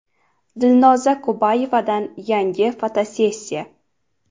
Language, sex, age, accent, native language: Uzbek, female, 18-24, Farg'ona, Uzbek